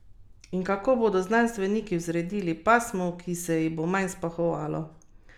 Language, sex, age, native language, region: Slovenian, female, 30-49, Slovenian, Carinthia region